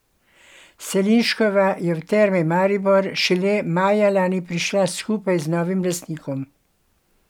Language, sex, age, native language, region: Slovenian, female, 60+, Slovenian, Gorenjska region